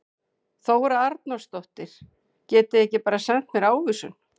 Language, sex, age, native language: Icelandic, female, 40-49, Icelandic